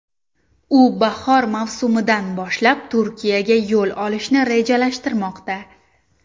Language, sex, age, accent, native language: Uzbek, female, 19-29, Surxondaryo, Uzbek